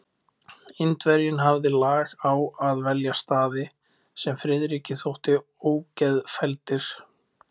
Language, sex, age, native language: Icelandic, male, 20-29, Icelandic